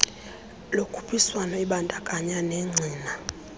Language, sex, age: Xhosa, female, 24